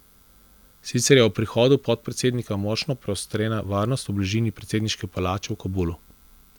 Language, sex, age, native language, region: Slovenian, male, 30-49, Slovenian, Central Slovenia